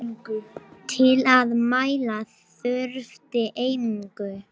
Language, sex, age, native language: Icelandic, male, 18-19, Icelandic